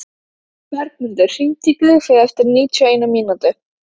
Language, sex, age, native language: Icelandic, female, 12, Icelandic